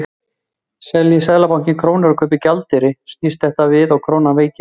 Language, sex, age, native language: Icelandic, male, 40-49, Icelandic